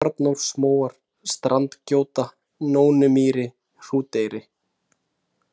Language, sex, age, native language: Icelandic, male, 30-39, Icelandic